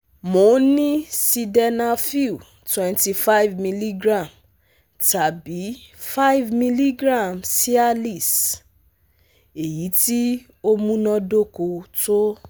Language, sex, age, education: Yoruba, female, 30-45, tertiary